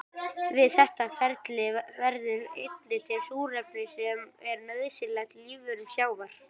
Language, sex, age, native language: Icelandic, female, 18-19, Icelandic